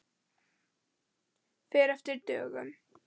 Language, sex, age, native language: Icelandic, female, 10, Icelandic